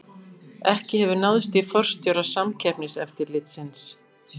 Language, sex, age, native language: Icelandic, female, 50-59, Icelandic